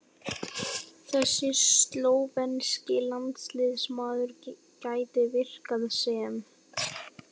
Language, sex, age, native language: Icelandic, male, 18-19, Icelandic